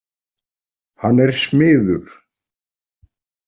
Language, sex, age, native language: Icelandic, male, 40-49, Icelandic